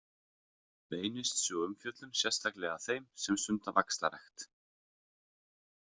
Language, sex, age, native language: Icelandic, male, 30-39, Icelandic